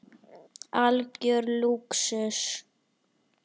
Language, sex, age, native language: Icelandic, female, 9, Icelandic